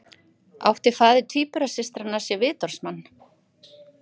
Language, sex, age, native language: Icelandic, female, 50-59, Icelandic